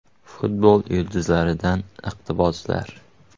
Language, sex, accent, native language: Uzbek, male, Qoraqalpog'iston, Uzbek